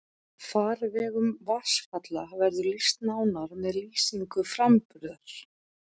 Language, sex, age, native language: Icelandic, female, 40-49, Icelandic